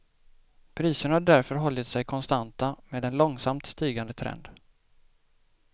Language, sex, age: Swedish, male, 28